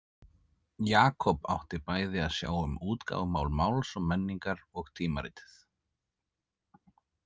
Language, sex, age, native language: Icelandic, male, 30-39, Icelandic